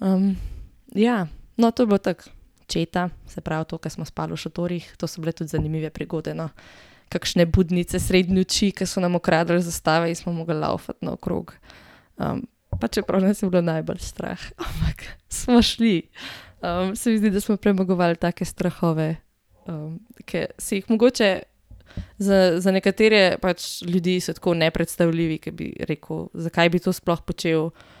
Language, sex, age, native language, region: Slovenian, female, 18-29, Slovenian, Gorenjska region